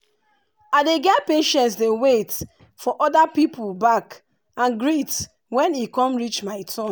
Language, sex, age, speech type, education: Nigerian Pidgin, female, 30-45, spontaneous, tertiary